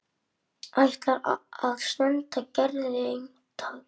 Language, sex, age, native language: Icelandic, male, 10, Icelandic